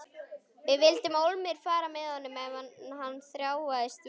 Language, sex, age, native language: Icelandic, female, 11, Icelandic